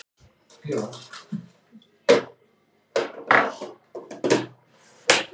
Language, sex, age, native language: Icelandic, female, 40-49, Icelandic